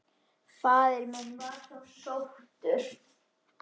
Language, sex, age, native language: Icelandic, female, 10, Icelandic